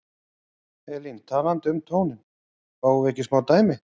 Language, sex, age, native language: Icelandic, male, 40-49, Icelandic